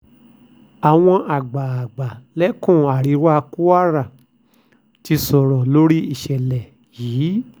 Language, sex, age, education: Yoruba, male, 46-60, tertiary